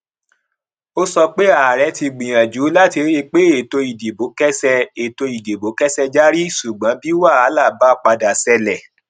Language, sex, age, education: Yoruba, male, 30-45, tertiary